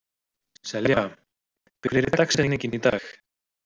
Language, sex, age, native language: Icelandic, male, 30-39, Icelandic